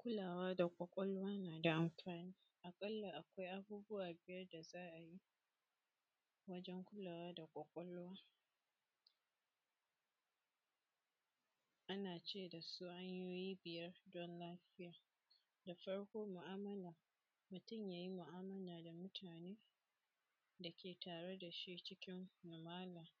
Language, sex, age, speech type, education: Hausa, female, 15-29, spontaneous, secondary